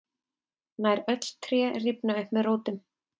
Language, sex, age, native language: Icelandic, female, 30-39, Icelandic